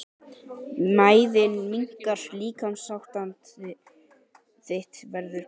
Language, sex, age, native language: Icelandic, male, 12, Icelandic